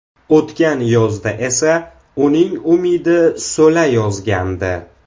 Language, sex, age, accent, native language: Uzbek, male, 18-24, Samarqand, Uzbek